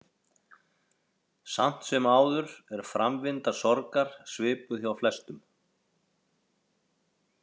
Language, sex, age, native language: Icelandic, male, 40-49, Icelandic